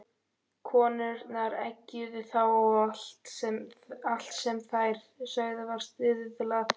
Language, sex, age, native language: Icelandic, male, 12, Icelandic